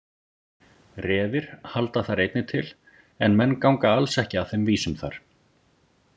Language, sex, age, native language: Icelandic, male, 40-49, Icelandic